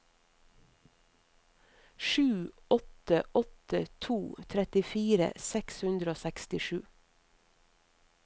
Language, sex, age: Norwegian, female, 50